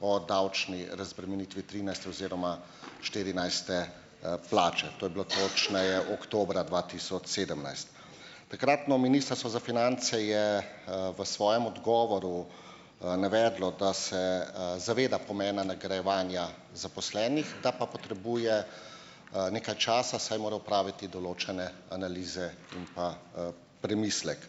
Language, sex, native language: Slovenian, male, Slovenian